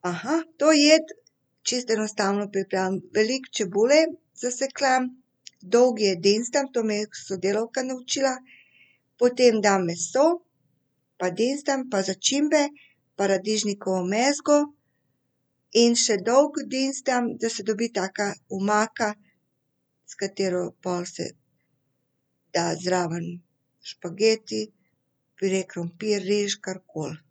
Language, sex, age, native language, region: Slovenian, female, 50-59, Serbian, Central Slovenia